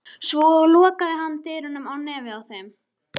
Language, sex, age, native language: Icelandic, female, 13, Icelandic